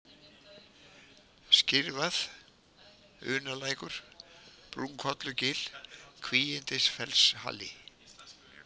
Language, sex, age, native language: Icelandic, male, 70-79, Icelandic